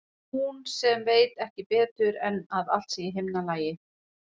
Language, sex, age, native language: Icelandic, female, 40-49, Icelandic